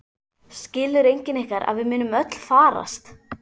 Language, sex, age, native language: Icelandic, female, 12, Icelandic